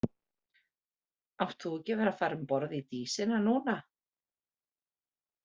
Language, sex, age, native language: Icelandic, female, 40-49, Icelandic